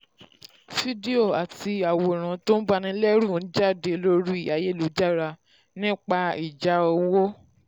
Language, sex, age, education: Yoruba, female, 15-29, secondary